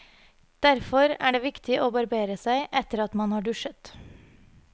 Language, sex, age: Norwegian, female, 30